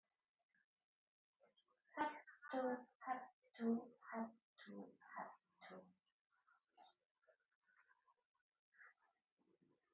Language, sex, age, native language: Icelandic, female, 40-49, Icelandic